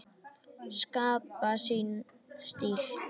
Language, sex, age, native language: Icelandic, male, 10, Icelandic